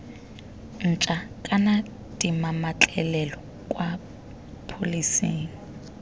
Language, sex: Tswana, female